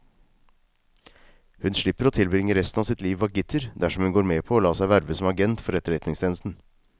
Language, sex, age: Norwegian, male, 36